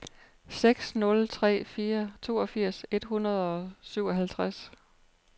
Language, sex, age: Danish, female, 43